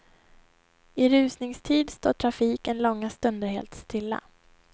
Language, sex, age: Swedish, female, 21